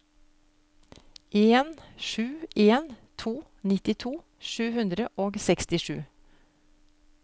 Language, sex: Norwegian, female